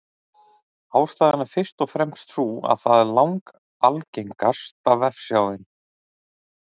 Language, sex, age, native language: Icelandic, male, 30-39, Icelandic